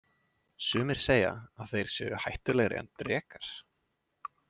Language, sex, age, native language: Icelandic, male, 20-29, Icelandic